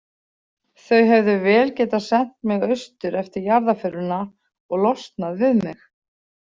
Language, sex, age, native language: Icelandic, female, 40-49, Icelandic